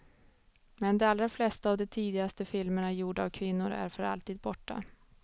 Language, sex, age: Swedish, female, 29